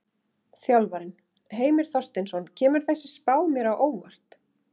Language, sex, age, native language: Icelandic, female, 30-39, Icelandic